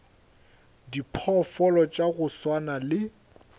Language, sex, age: Northern Sotho, male, 21